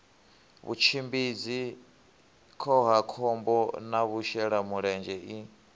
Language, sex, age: Venda, male, 24